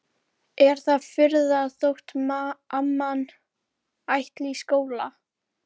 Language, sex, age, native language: Icelandic, female, 11, Icelandic